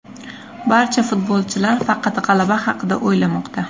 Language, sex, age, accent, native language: Uzbek, female, 25-34, Qashqadaryo, Uzbek